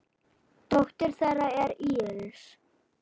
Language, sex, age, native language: Icelandic, female, 9, Icelandic